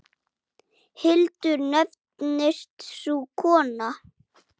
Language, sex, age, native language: Icelandic, male, 8, Icelandic